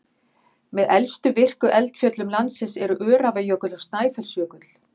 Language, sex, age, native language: Icelandic, female, 50-59, Icelandic